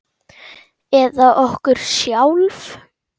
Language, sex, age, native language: Icelandic, male, 10, Icelandic